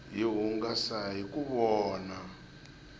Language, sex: Tsonga, male